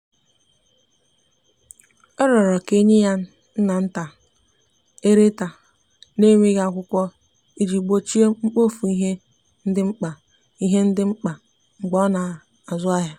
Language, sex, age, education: Igbo, female, 15-29, tertiary